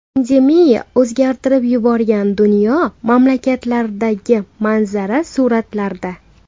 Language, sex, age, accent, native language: Uzbek, female, 18-24, Farg'ona, Uzbek